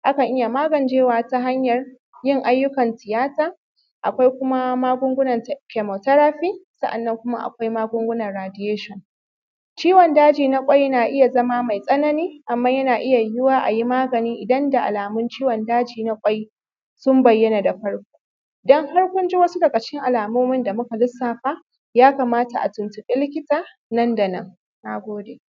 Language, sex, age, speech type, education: Hausa, female, 30-45, spontaneous, primary